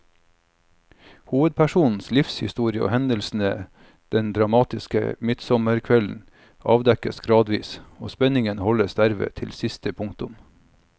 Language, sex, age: Norwegian, male, 45